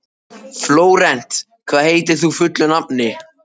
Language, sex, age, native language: Icelandic, male, 14, Icelandic